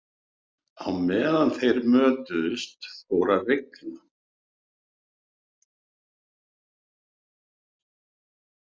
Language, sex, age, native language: Icelandic, male, 60-69, Icelandic